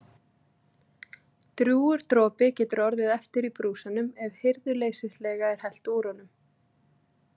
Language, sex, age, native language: Icelandic, female, 30-39, Icelandic